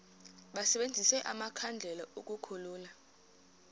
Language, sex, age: Xhosa, female, 23